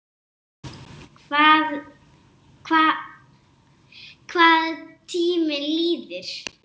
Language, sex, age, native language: Icelandic, female, 7, Icelandic